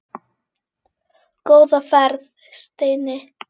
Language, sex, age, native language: Icelandic, female, 10, Icelandic